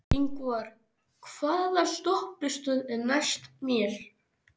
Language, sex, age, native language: Icelandic, male, 13, Icelandic